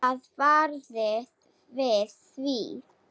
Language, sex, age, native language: Icelandic, female, 7, Slovak